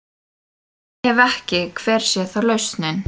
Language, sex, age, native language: Icelandic, female, 18-19, Icelandic